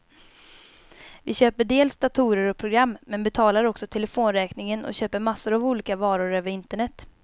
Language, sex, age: Swedish, female, 22